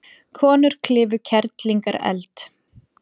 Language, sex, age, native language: Icelandic, female, 40-49, Icelandic